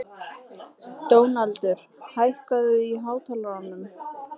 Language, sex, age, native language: Icelandic, female, 20-29, Icelandic